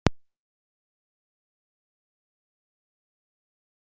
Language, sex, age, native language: Icelandic, female, 40-49, Icelandic